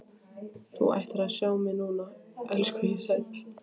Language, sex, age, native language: Icelandic, female, 15, Icelandic